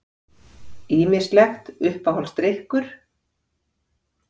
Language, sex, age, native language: Icelandic, female, 50-59, Icelandic